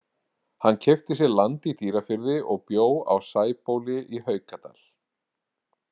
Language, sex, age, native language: Icelandic, male, 40-49, Icelandic